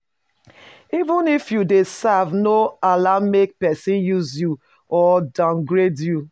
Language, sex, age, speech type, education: Nigerian Pidgin, female, 30-45, spontaneous, tertiary